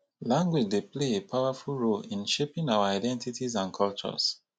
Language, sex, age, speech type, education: Nigerian Pidgin, female, 30-45, spontaneous, tertiary